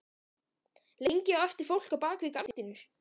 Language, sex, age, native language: Icelandic, male, 13, Icelandic